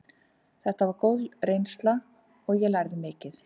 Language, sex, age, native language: Icelandic, female, 50-59, Icelandic